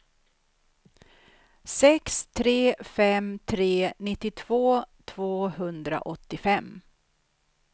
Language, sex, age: Swedish, female, 63